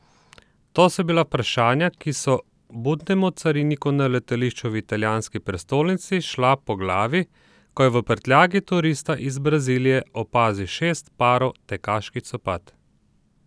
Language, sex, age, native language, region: Slovenian, male, 30-49, Slovenian, Southeast Slovenia